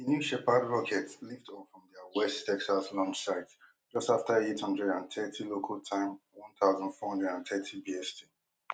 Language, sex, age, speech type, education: Nigerian Pidgin, male, 15-29, spontaneous, tertiary